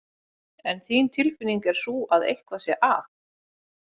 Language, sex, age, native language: Icelandic, female, 30-39, Icelandic